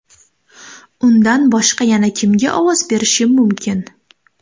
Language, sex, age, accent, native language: Uzbek, female, 18-24, Namangan, Uzbek